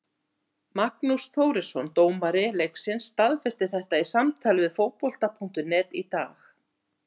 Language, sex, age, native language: Icelandic, female, 18-19, Icelandic